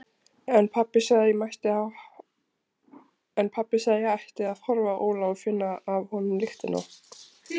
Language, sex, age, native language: Icelandic, female, 20-29, Icelandic